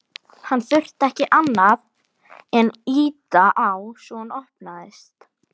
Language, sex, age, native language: Icelandic, female, 12, Icelandic